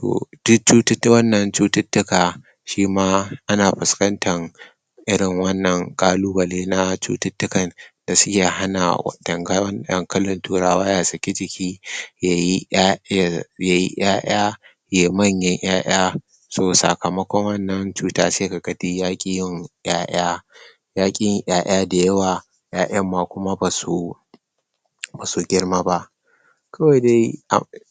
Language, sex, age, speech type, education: Hausa, male, 60+, spontaneous, tertiary